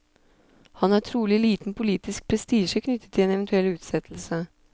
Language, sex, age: Norwegian, female, 26